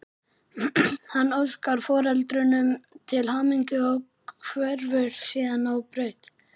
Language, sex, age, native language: Icelandic, male, 11, Icelandic